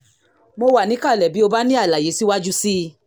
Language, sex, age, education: Yoruba, female, 46-60, tertiary